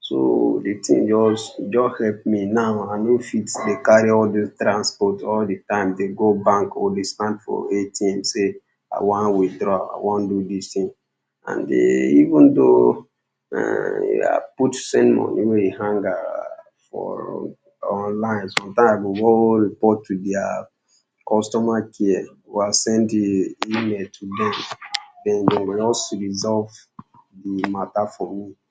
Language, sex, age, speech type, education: Nigerian Pidgin, male, 15-29, spontaneous, secondary